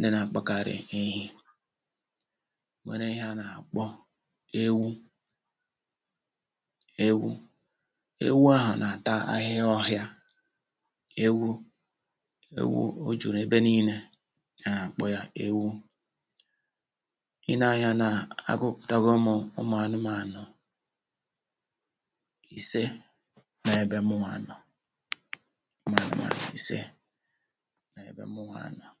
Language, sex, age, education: Igbo, male, 46-60, tertiary